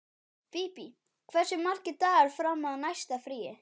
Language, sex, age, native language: Icelandic, male, 12, Icelandic